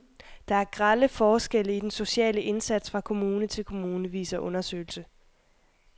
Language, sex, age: Danish, female, 21